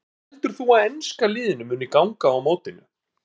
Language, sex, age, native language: Icelandic, male, 30-39, Icelandic